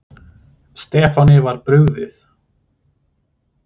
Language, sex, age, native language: Icelandic, male, 30-39, Icelandic